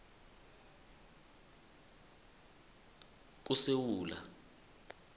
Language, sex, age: South Ndebele, male, 21